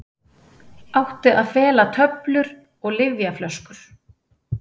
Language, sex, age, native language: Icelandic, female, 30-39, Icelandic